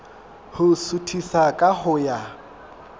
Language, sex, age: Southern Sotho, male, 22